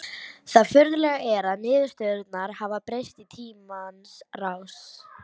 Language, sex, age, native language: Icelandic, female, 18-19, Icelandic